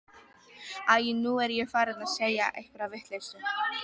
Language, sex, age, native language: Icelandic, female, 12, Icelandic